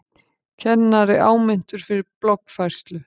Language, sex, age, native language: Icelandic, female, 50-59, Icelandic